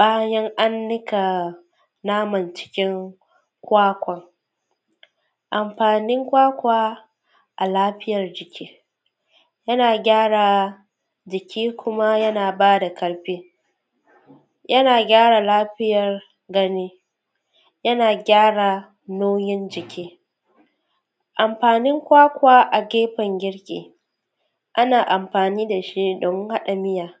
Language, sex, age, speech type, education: Hausa, female, 15-29, spontaneous, tertiary